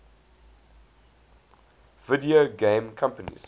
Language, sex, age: English, male, 20